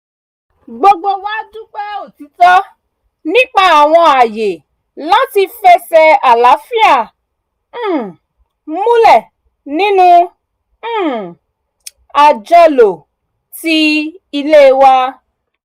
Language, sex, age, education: Yoruba, female, 30-45, tertiary